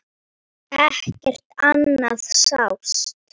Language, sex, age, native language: Icelandic, female, 9, Icelandic